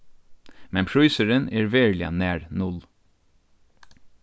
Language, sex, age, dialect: Faroese, male, 36-60, Norðurstreymoy/Eysturoy